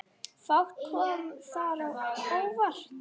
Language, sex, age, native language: Icelandic, female, 9, Icelandic